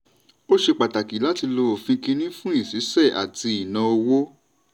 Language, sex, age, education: Yoruba, male, 15-29, tertiary